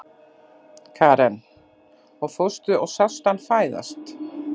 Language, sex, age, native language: Icelandic, female, 40-49, Icelandic